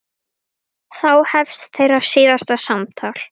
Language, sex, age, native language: Icelandic, female, 9, Icelandic